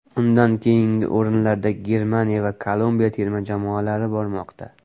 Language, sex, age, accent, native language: Uzbek, male, 18-24, Farg'ona, Uzbek